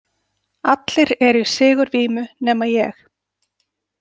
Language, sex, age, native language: Icelandic, female, 40-49, Icelandic